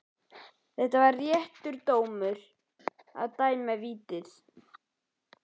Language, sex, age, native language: Icelandic, male, 11, Icelandic